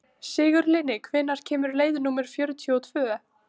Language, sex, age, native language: Icelandic, female, 18-19, Icelandic